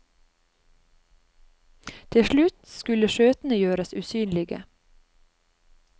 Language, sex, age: Norwegian, female, 30